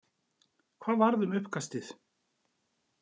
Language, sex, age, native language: Icelandic, male, 40-49, Icelandic